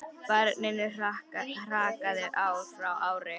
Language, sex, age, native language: Icelandic, female, 10, Icelandic